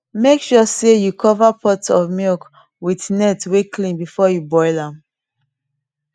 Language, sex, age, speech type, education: Nigerian Pidgin, female, 30-45, spontaneous, tertiary